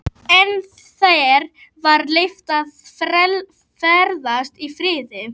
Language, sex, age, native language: Icelandic, female, 11, Icelandic